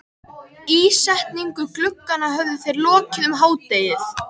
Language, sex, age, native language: Icelandic, female, 13, Icelandic